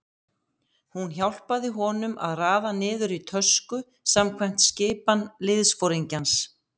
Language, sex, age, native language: Icelandic, female, 50-59, Icelandic